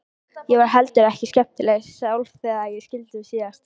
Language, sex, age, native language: Icelandic, female, 13, Icelandic